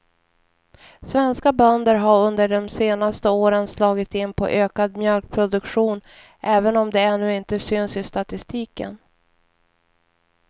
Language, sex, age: Swedish, female, 41